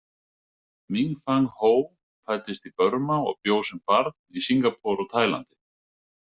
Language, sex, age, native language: Icelandic, male, 60-69, Icelandic